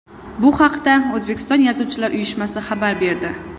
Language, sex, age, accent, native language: Uzbek, female, 18-24, Qoraqalpog'iston, Uzbek